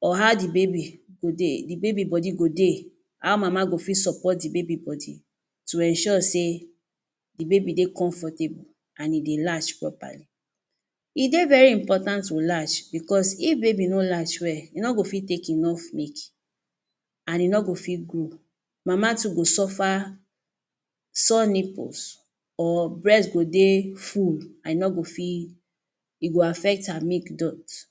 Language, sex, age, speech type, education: Nigerian Pidgin, female, 30-45, spontaneous, tertiary